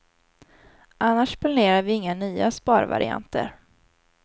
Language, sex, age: Swedish, female, 19